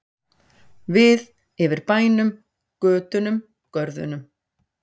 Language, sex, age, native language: Icelandic, female, 40-49, Icelandic